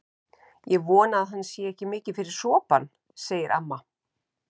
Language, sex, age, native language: Icelandic, female, 50-59, Icelandic